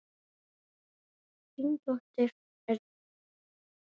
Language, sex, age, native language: Icelandic, male, 9, Icelandic